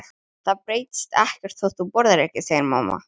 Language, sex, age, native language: Icelandic, female, 12, Icelandic